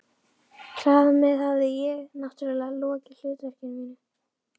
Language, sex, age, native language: Icelandic, female, 11, Icelandic